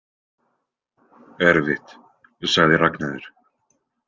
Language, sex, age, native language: Icelandic, male, 20-29, Icelandic